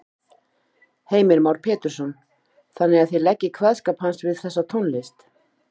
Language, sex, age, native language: Icelandic, female, 50-59, Icelandic